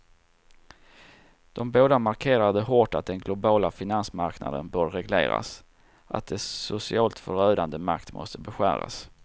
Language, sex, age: Swedish, male, 34